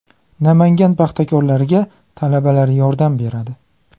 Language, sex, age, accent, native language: Uzbek, male, 25-34, Farg'ona, Uzbek